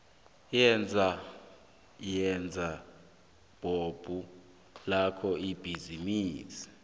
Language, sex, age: South Ndebele, male, 18